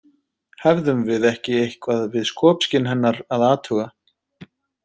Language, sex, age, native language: Icelandic, male, 30-39, Icelandic